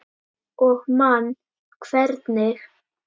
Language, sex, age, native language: Icelandic, female, 10, Icelandic